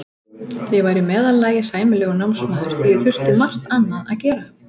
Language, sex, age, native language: Icelandic, female, 40-49, Icelandic